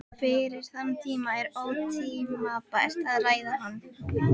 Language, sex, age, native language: Icelandic, female, 30-39, Icelandic